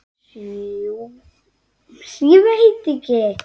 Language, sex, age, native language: Icelandic, female, 9, Icelandic